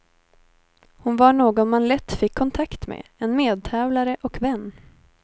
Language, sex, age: Swedish, female, 19